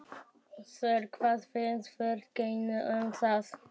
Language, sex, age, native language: Icelandic, male, 12, Icelandic